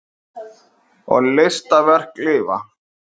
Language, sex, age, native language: Icelandic, male, 50-59, Icelandic